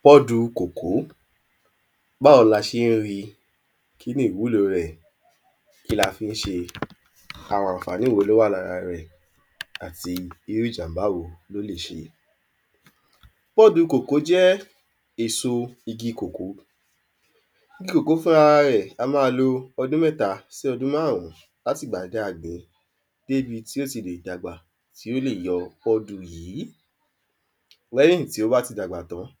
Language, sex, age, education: Yoruba, male, 15-29, tertiary